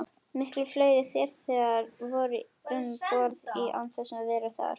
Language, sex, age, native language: Icelandic, female, 11, Icelandic